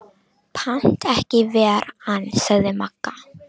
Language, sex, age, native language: Icelandic, female, 18-19, Romanian